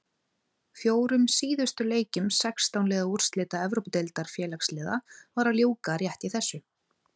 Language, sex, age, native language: Icelandic, female, 30-39, Icelandic